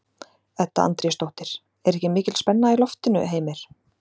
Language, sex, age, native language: Icelandic, female, 40-49, Icelandic